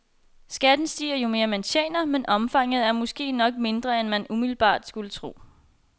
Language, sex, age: Danish, female, 21